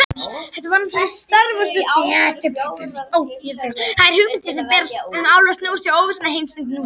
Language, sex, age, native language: Icelandic, male, 60-69, Icelandic